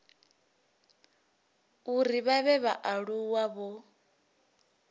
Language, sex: Venda, female